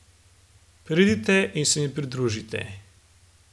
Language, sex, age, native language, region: Slovenian, male, 18-29, Slovenian, Gorenjska region